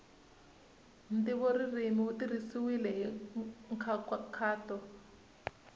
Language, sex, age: Tsonga, female, 19